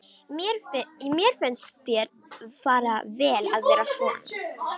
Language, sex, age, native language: Icelandic, female, 18-19, Romanian